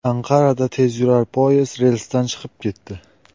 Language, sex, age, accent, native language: Uzbek, male, 18-24, Qashqadaryo, Uzbek